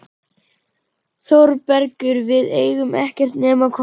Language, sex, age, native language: Icelandic, male, 11, Icelandic